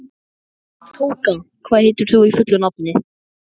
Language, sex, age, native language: Icelandic, male, 14, Icelandic